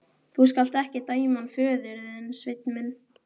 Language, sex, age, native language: Icelandic, male, 12, Icelandic